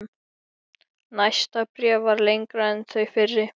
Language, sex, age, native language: Icelandic, male, 13, Icelandic